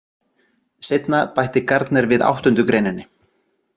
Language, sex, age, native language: Icelandic, other, 40-49, Icelandic